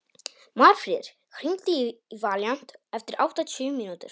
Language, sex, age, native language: Icelandic, male, 18-19, Polish